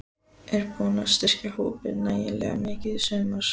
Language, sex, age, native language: Icelandic, female, 14, Icelandic